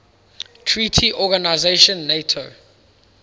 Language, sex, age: English, male, 19